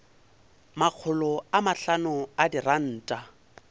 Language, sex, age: Northern Sotho, male, 22